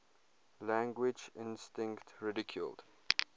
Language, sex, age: English, male, 21